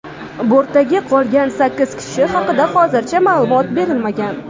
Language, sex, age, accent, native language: Uzbek, female, 18-24, Toshkent shahri, Uzbek